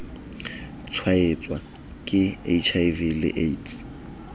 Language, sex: Southern Sotho, male